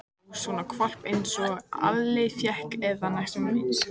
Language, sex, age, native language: Icelandic, female, 14, Icelandic